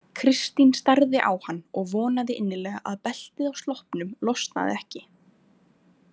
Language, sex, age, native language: Icelandic, female, 20-29, Icelandic